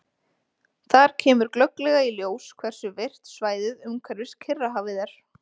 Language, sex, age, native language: Icelandic, female, 20-29, Icelandic